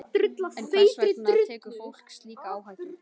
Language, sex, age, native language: Icelandic, male, 12, Icelandic